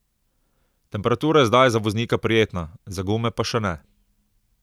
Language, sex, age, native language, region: Slovenian, male, 30-49, Slovenian, Southeast Slovenia